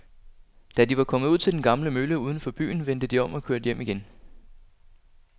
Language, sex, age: Danish, male, 25